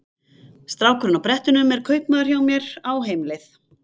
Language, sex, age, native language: Icelandic, female, 50-59, Icelandic